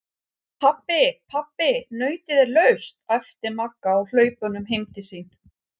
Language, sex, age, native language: Icelandic, female, 50-59, Icelandic